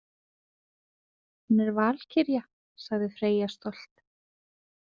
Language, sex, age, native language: Icelandic, female, 30-39, Icelandic